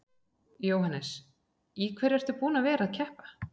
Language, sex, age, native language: Icelandic, female, 40-49, Icelandic